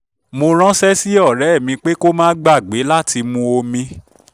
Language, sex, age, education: Yoruba, male, 30-45, tertiary